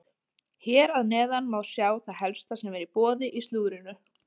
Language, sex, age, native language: Icelandic, female, 20-29, Icelandic